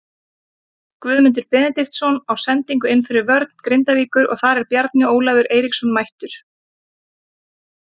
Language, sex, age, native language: Icelandic, female, 30-39, Icelandic